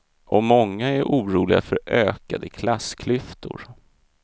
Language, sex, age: Swedish, male, 32